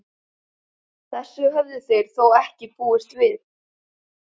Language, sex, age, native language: Icelandic, male, 11, Icelandic